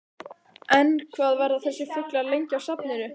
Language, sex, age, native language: Icelandic, male, 12, Icelandic